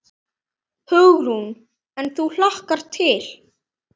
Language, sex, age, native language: Icelandic, male, 9, Icelandic